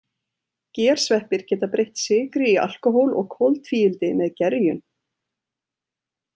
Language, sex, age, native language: Icelandic, female, 30-39, Icelandic